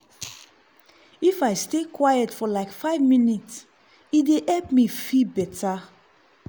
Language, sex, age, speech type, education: Nigerian Pidgin, female, 30-45, spontaneous, tertiary